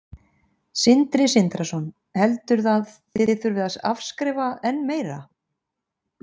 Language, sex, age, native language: Icelandic, female, 50-59, Icelandic